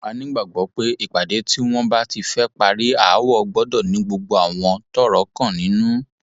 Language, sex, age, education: Yoruba, male, 15-29, tertiary